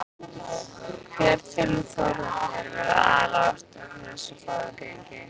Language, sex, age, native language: Icelandic, female, 15, Icelandic